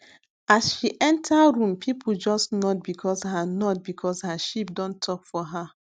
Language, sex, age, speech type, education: Nigerian Pidgin, female, 15-29, spontaneous, tertiary